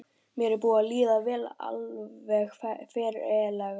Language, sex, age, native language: Icelandic, male, 12, Icelandic